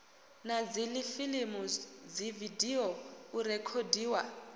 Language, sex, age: Venda, female, 22